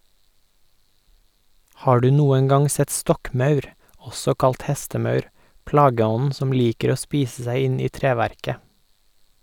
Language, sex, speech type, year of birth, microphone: Norwegian, male, read, 1988, Sennheiser